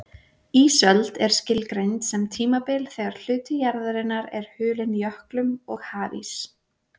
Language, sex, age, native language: Icelandic, female, 20-29, Icelandic